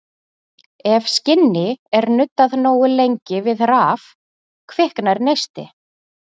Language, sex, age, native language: Icelandic, female, 40-49, Icelandic